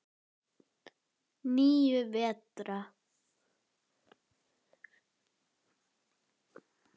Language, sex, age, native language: Icelandic, female, 10, Icelandic